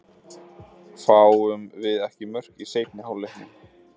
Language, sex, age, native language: Icelandic, male, 20-29, Icelandic